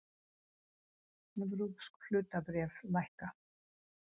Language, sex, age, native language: Icelandic, female, 60-69, Icelandic